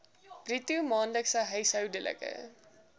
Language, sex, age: Afrikaans, female, 19